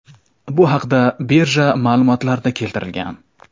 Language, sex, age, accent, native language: Uzbek, male, 25-34, Qashqadaryo, Uzbek